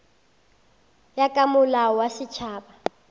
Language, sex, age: Northern Sotho, female, 19